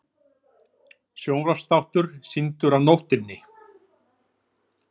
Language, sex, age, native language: Icelandic, male, 40-49, Icelandic